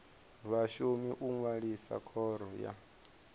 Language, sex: Venda, male